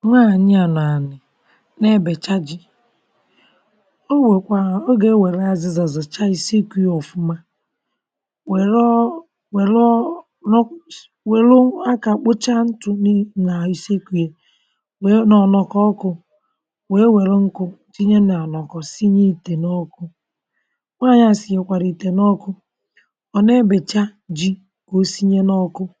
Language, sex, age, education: Igbo, male, 30-45, tertiary